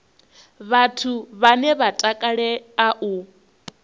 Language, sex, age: Venda, female, 21